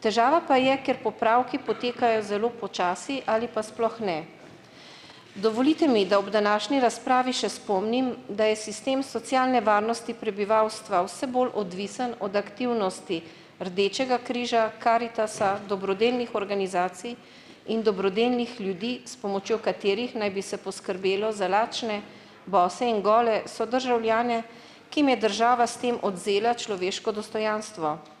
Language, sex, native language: Slovenian, female, Slovenian